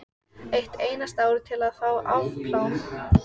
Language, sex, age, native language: Icelandic, female, 14, Icelandic